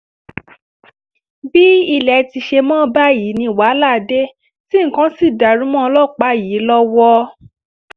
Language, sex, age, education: Yoruba, female, 15-29, tertiary